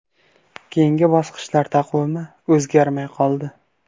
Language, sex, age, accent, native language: Uzbek, male, 19-29, Qashqadaryo, Uzbek